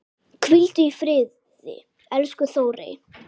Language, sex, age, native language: Icelandic, male, 10, Icelandic